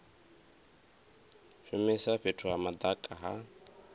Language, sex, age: Venda, male, 24